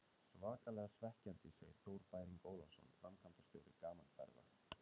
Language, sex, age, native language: Icelandic, male, 30-39, Icelandic